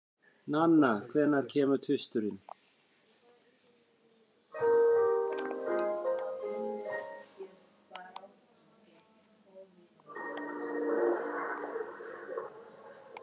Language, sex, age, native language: Icelandic, male, 50-59, Icelandic